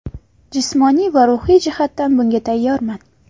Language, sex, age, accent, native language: Uzbek, female, 18-24, Farg'ona, Uzbek